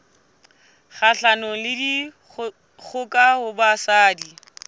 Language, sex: Southern Sotho, female